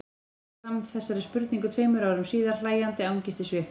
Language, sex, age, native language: Icelandic, female, 40-49, Icelandic